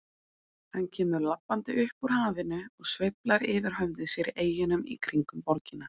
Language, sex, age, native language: Icelandic, female, 20-29, Icelandic